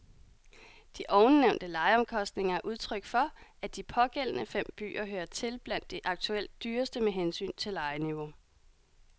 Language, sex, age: Danish, female, 30